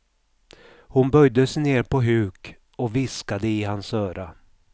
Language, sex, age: Swedish, male, 55